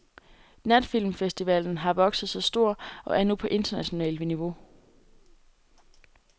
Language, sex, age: Danish, female, 18